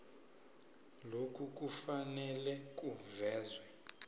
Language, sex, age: South Ndebele, male, 20